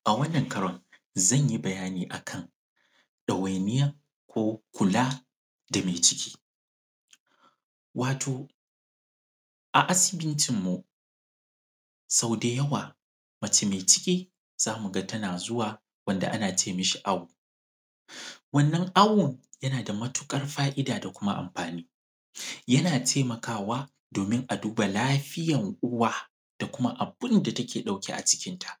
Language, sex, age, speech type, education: Hausa, male, 15-29, spontaneous, secondary